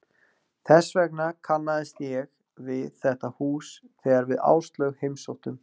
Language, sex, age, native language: Icelandic, male, 40-49, Icelandic